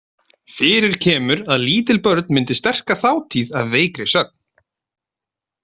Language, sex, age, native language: Icelandic, male, 30-39, Icelandic